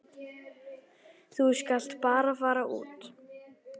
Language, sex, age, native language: Icelandic, male, 10, Icelandic